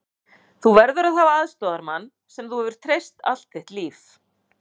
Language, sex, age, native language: Icelandic, female, 50-59, Icelandic